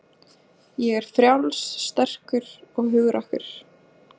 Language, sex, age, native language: Icelandic, female, 20-29, Icelandic